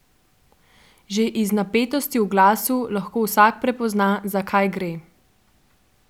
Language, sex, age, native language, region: Slovenian, female, 12-17, Slovenian, Central Slovenia